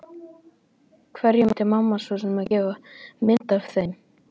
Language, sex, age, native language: Icelandic, male, 11, Icelandic